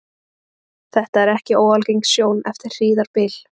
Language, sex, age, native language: Icelandic, female, 20-29, Icelandic